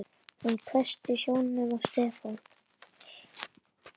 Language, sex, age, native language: Icelandic, male, 10, Icelandic